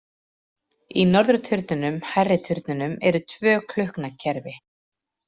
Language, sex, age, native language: Icelandic, female, 40-49, Icelandic